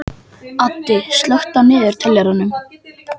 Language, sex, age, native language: Icelandic, male, 12, Icelandic